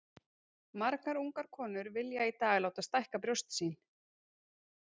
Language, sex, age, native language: Icelandic, female, 40-49, Icelandic